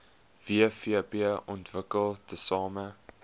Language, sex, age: Afrikaans, male, 21